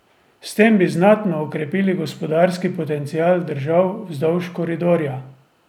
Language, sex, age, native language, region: Slovenian, male, 30-49, Slovenian, Drava region